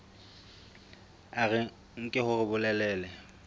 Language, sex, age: Southern Sotho, female, 22